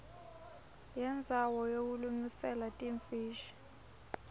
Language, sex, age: Swati, female, 24